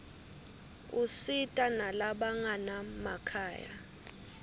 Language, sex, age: Swati, female, 21